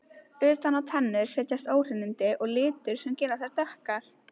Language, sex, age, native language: Icelandic, female, 20-29, Icelandic